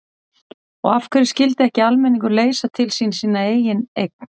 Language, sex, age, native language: Icelandic, female, 40-49, Icelandic